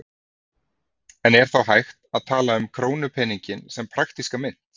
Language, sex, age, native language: Icelandic, male, 30-39, Icelandic